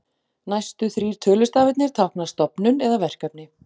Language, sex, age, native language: Icelandic, female, 40-49, Icelandic